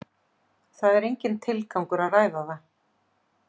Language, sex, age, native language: Icelandic, female, 40-49, Icelandic